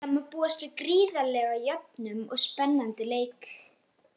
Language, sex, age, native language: Icelandic, female, 18-19, Icelandic